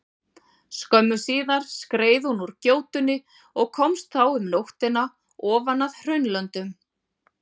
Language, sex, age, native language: Icelandic, female, 40-49, Icelandic